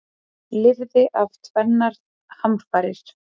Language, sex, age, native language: Icelandic, female, 30-39, Icelandic